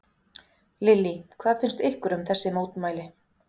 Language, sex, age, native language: Icelandic, female, 40-49, Icelandic